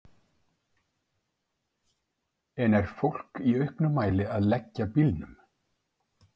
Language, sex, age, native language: Icelandic, male, 50-59, Icelandic